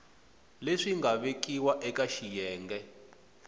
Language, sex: Tsonga, male